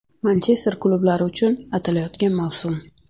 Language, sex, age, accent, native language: Uzbek, female, 35+, Navoiy, Uzbek